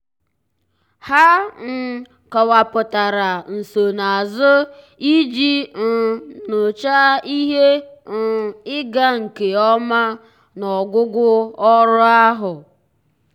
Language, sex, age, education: Igbo, male, 15-29, tertiary